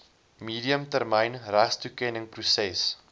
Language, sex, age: Afrikaans, male, 20